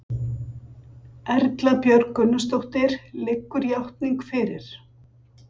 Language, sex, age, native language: Icelandic, female, 60-69, Icelandic